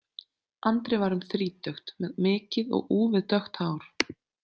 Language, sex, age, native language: Icelandic, female, 30-39, Icelandic